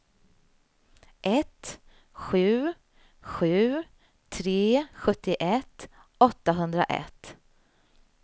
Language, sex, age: Swedish, female, 35